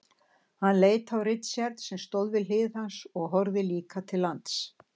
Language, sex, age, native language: Icelandic, female, 60-69, Icelandic